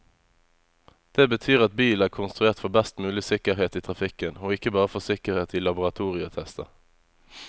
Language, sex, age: Norwegian, male, 25